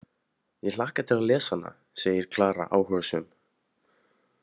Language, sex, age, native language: Icelandic, male, 18-19, Icelandic